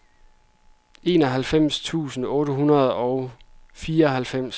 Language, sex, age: Danish, male, 26